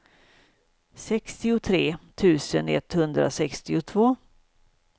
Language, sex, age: Swedish, female, 56